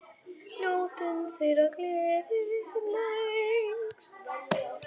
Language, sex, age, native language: Icelandic, female, 10, Icelandic